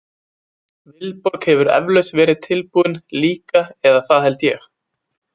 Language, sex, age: Icelandic, male, 20-29